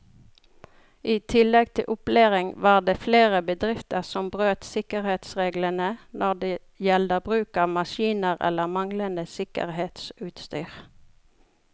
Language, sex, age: Norwegian, female, 42